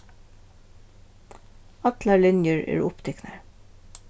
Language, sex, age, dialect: Faroese, female, 36-60, Vágar